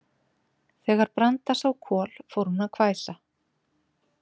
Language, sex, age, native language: Icelandic, female, 40-49, Icelandic